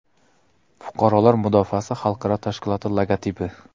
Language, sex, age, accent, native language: Uzbek, male, 25-34, Qoraqalpog'iston, Uzbek